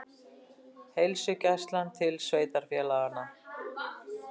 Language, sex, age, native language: Icelandic, female, 60-69, Icelandic